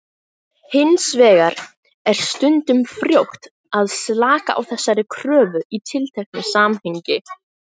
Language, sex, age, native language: Icelandic, female, 18-19, Icelandic